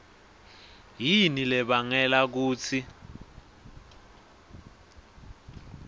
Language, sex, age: Swati, male, 20